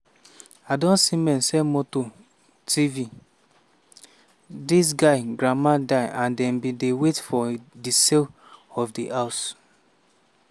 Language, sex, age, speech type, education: Nigerian Pidgin, male, 15-29, spontaneous, tertiary